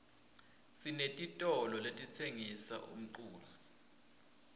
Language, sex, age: Swati, male, 20